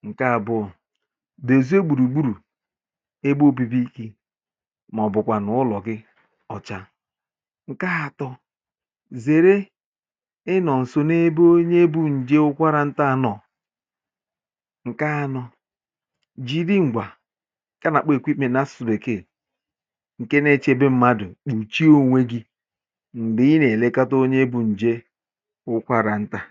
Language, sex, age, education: Igbo, male, 30-45, tertiary